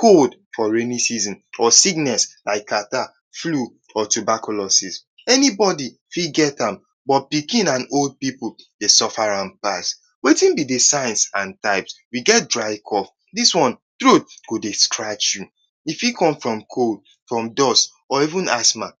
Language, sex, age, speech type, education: Nigerian Pidgin, male, 15-29, spontaneous, tertiary